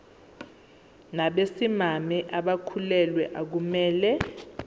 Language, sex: Zulu, female